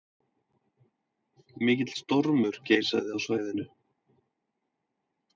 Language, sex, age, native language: Icelandic, male, 30-39, Icelandic